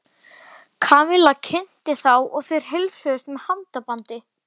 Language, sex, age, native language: Icelandic, male, 12, Icelandic